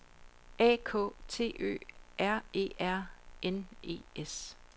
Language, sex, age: Danish, female, 42